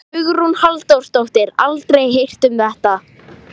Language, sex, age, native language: Icelandic, female, 11, Icelandic